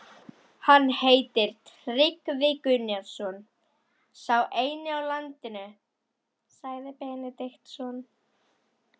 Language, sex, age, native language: Icelandic, female, 11, Icelandic